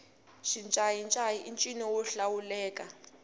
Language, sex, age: Tsonga, female, 18